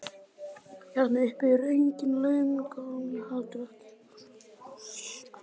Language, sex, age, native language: Icelandic, male, 20-29, Icelandic